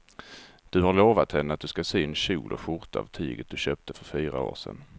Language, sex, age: Swedish, male, 34